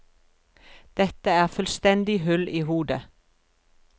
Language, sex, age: Norwegian, female, 42